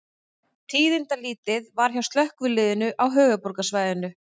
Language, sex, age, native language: Icelandic, female, 30-39, Icelandic